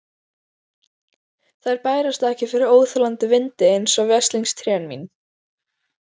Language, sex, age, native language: Icelandic, female, 12, Icelandic